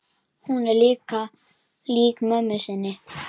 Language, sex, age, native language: Icelandic, male, 10, Icelandic